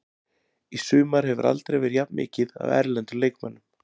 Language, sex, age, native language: Icelandic, male, 40-49, Icelandic